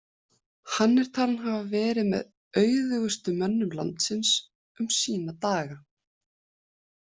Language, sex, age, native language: Icelandic, female, 20-29, Icelandic